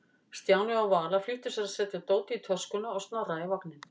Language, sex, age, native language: Icelandic, female, 50-59, Icelandic